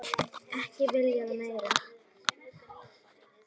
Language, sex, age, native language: Icelandic, female, 10, Icelandic